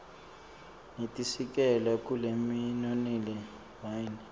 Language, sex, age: Swati, male, 24